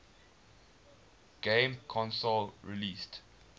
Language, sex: English, male